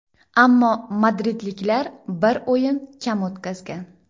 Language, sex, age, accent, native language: Uzbek, female, 18-24, Jizzax, Uzbek